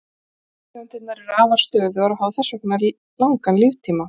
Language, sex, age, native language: Icelandic, female, 40-49, Icelandic